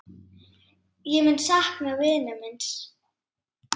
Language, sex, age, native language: Icelandic, female, 8, Icelandic